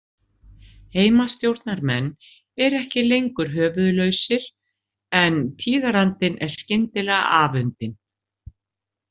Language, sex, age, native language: Icelandic, female, 60-69, Icelandic